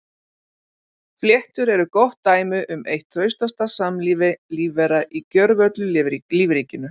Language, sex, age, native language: Icelandic, female, 40-49, Icelandic